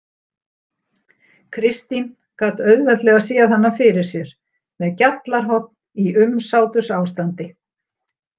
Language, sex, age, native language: Icelandic, female, 60-69, Icelandic